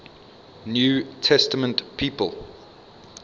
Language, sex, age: English, male, 22